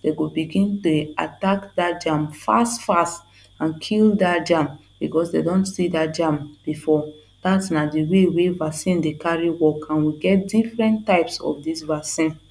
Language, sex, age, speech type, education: Nigerian Pidgin, female, 30-45, spontaneous, tertiary